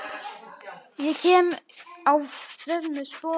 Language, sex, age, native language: Icelandic, male, 9, Icelandic